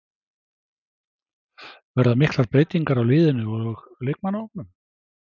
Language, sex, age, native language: Icelandic, male, 60-69, Icelandic